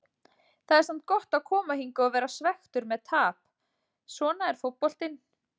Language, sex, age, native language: Icelandic, female, 40-49, Icelandic